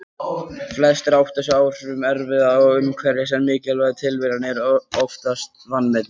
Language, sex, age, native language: Icelandic, male, 20-29, Icelandic